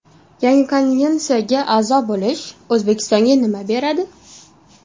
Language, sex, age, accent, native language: Uzbek, female, 19-29, Toshkent shahri, Uzbek